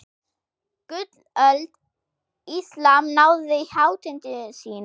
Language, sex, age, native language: Icelandic, female, 6, German